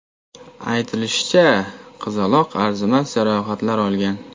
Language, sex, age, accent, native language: Uzbek, male, 18-24, Toshkent viloyati, Uzbek